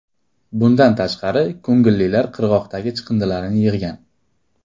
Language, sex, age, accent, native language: Uzbek, male, 18-24, Qashqadaryo, Uzbek